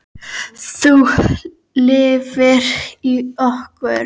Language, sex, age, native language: Icelandic, female, 10, Icelandic